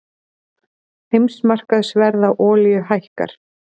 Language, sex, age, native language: Icelandic, female, 40-49, Icelandic